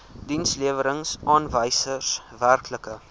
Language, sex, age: Afrikaans, male, 19